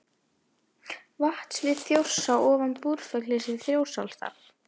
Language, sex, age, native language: Icelandic, female, 11, Icelandic